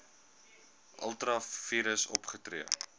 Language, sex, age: Afrikaans, male, 22